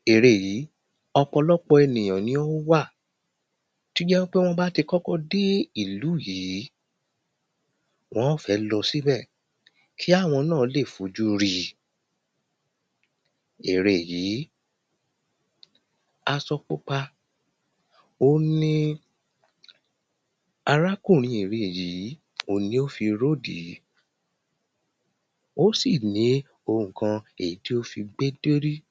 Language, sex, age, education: Yoruba, male, 30-45, primary